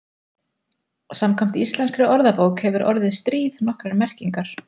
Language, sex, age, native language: Icelandic, female, 40-49, Icelandic